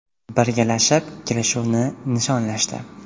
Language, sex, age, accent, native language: Uzbek, male, 18-24, Jizzax, Uzbek